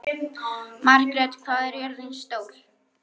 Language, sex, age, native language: Icelandic, male, 11, Icelandic